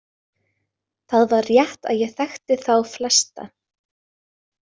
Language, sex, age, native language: Icelandic, female, 20-29, Icelandic